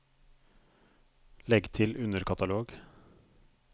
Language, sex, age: Norwegian, male, 42